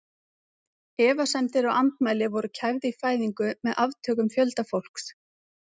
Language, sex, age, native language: Icelandic, female, 30-39, Icelandic